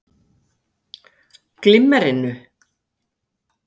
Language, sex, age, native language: Icelandic, female, 50-59, Icelandic